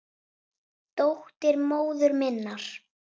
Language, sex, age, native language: Icelandic, female, 8, Icelandic